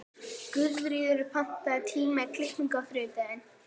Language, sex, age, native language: Icelandic, female, 18-19, Icelandic